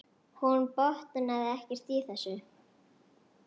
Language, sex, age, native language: Icelandic, female, 9, Icelandic